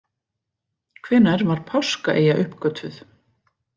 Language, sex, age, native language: Icelandic, female, 40-49, Icelandic